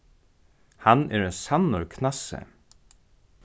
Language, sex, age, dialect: Faroese, male, 36-60, Norðurstreymoy/Eysturoy